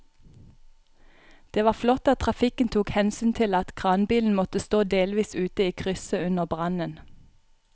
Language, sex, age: Norwegian, female, 31